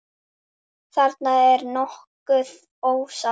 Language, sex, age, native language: Icelandic, female, 9, Icelandic